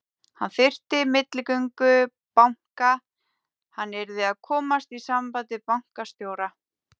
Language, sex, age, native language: Icelandic, female, 30-39, Icelandic